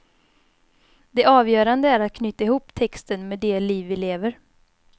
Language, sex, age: Swedish, female, 22